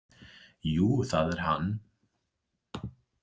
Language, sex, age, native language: Icelandic, male, 20-29, English